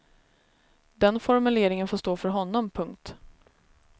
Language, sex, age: Swedish, female, 33